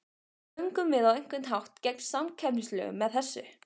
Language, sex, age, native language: Icelandic, female, 15, Icelandic